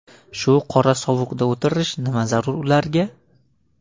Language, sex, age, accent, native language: Uzbek, male, 25-34, Farg'ona, Uzbek